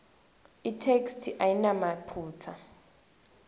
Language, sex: Swati, female